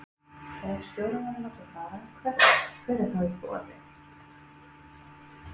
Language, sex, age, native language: Icelandic, female, 40-49, Icelandic